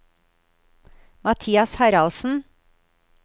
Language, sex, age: Norwegian, female, 53